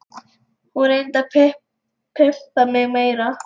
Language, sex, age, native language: Icelandic, female, 11, Lithuanian